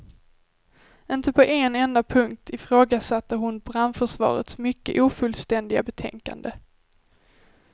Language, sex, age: Swedish, female, 23